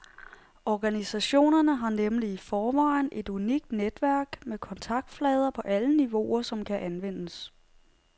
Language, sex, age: Danish, female, 30